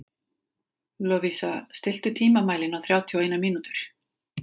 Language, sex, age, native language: Icelandic, female, 40-49, Icelandic